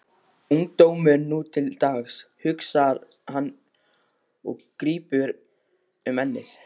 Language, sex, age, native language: Icelandic, male, 13, Icelandic